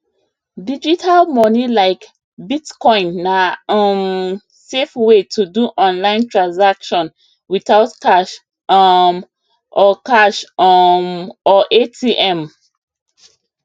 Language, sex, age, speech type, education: Nigerian Pidgin, female, 30-45, spontaneous, tertiary